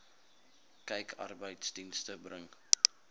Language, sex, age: Afrikaans, male, 19